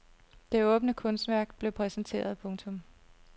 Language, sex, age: Danish, female, 32